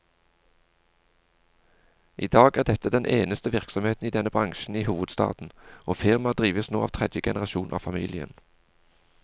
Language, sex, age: Norwegian, male, 40